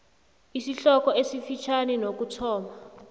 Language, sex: South Ndebele, female